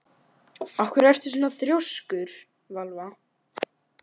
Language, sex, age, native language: Icelandic, male, 11, Icelandic